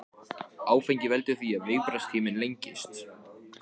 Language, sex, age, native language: Icelandic, male, 14, Icelandic